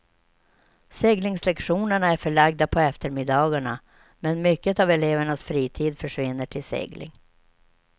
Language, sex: Swedish, female